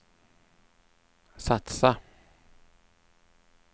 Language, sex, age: Swedish, male, 39